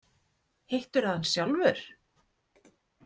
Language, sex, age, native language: Icelandic, female, 30-39, Icelandic